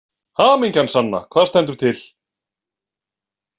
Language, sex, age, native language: Icelandic, male, 40-49, Icelandic